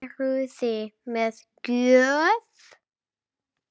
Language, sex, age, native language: Icelandic, female, 8, Icelandic